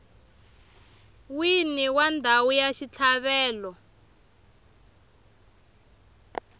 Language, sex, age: Tsonga, female, 23